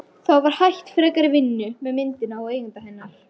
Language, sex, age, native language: Icelandic, female, 13, Icelandic